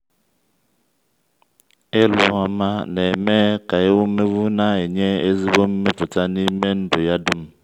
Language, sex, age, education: Igbo, male, 30-45, tertiary